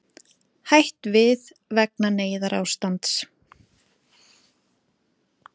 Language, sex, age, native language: Icelandic, female, 40-49, Icelandic